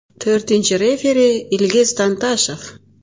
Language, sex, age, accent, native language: Uzbek, female, 35+, Navoiy, Uzbek